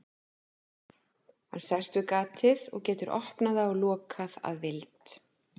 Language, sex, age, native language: Icelandic, female, 50-59, Icelandic